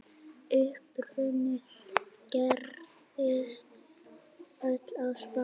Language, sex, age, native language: Icelandic, female, 8, Icelandic